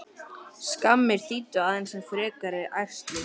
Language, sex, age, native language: Icelandic, female, 12, Icelandic